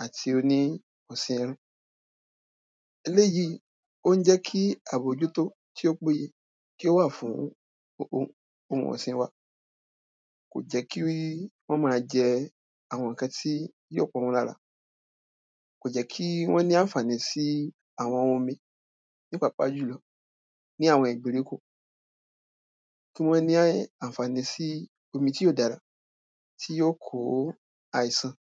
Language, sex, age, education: Yoruba, male, 15-29, primary